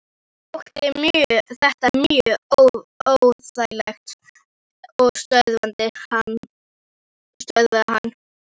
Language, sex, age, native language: Icelandic, female, 11, Icelandic